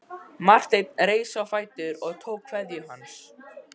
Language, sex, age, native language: Icelandic, male, 12, Icelandic